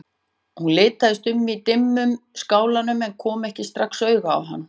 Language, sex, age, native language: Icelandic, female, 40-49, Icelandic